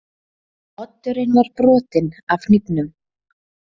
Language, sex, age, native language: Icelandic, female, 30-39, Icelandic